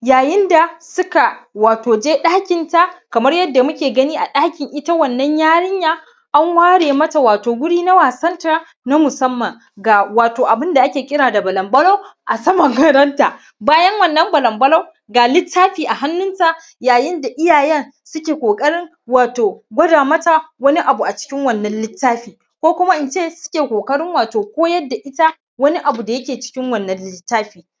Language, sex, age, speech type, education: Hausa, male, 15-29, spontaneous, tertiary